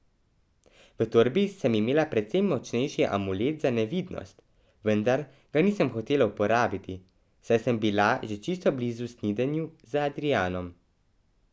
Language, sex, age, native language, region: Slovenian, male, 12-17, Slovenian, Drava region